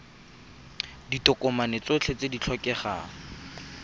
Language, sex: Tswana, male